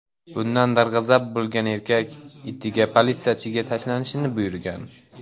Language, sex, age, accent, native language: Uzbek, male, 18-24, Andijon, Uzbek